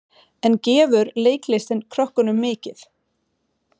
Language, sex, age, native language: Icelandic, female, 40-49, Swedish